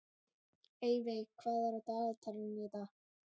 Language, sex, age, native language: Icelandic, male, 11, Icelandic